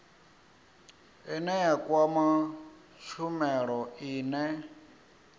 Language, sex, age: Venda, male, 34